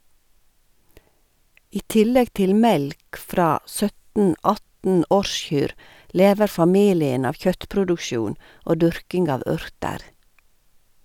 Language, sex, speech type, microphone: Norwegian, female, read, Sennheiser